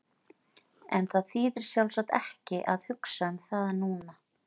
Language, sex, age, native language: Icelandic, female, 40-49, Icelandic